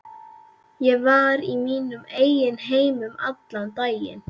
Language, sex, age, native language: Icelandic, female, 11, Icelandic